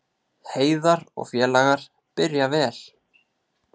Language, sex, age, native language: Icelandic, male, 30-39, Icelandic